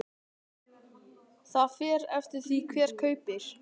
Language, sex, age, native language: Icelandic, male, 12, Icelandic